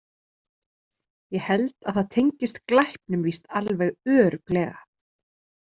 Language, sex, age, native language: Icelandic, female, 30-39, Icelandic